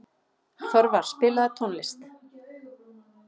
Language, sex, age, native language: Icelandic, female, 40-49, Icelandic